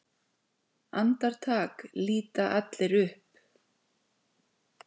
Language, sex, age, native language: Icelandic, female, 40-49, Icelandic